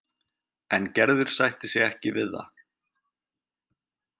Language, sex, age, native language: Icelandic, male, 20-29, Icelandic